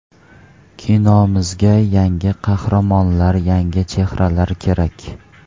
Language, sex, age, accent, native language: Uzbek, male, 18-24, Farg'ona, Uzbek